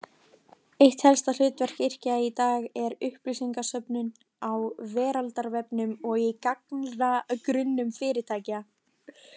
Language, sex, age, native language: Icelandic, female, 20-29, Icelandic